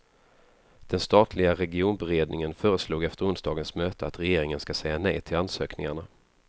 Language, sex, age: Swedish, male, 33